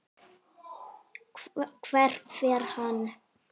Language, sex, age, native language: Icelandic, female, 8, Icelandic